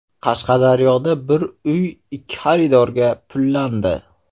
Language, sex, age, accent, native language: Uzbek, male, 18-24, Namangan, Uzbek